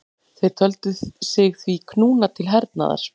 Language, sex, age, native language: Icelandic, female, 40-49, Icelandic